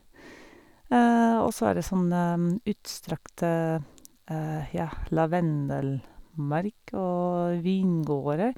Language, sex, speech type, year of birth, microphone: Norwegian, female, spontaneous, 1971, Sennheiser